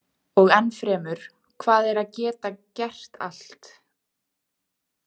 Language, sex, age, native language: Icelandic, female, 20-29, Icelandic